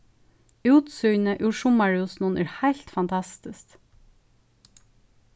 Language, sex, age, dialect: Faroese, female, 36-60, Suðurstreymoy